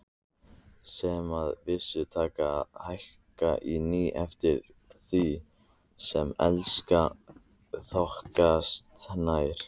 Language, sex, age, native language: Icelandic, male, 30-39, Icelandic